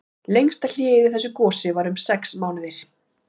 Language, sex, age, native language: Icelandic, female, 40-49, Icelandic